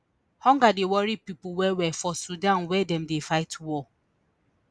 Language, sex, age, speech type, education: Nigerian Pidgin, female, 30-45, spontaneous, tertiary